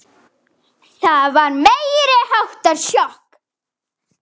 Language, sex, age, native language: Icelandic, female, 20-29, Icelandic